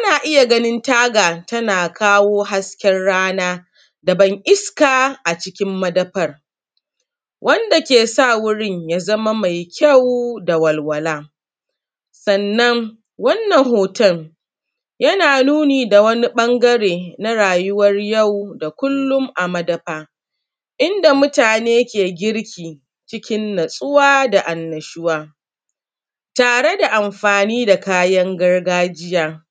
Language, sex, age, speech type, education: Hausa, female, 30-45, spontaneous, secondary